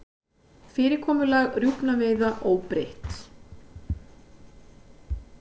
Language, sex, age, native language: Icelandic, female, 50-59, Icelandic